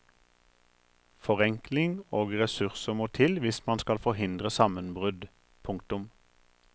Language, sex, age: Norwegian, male, 43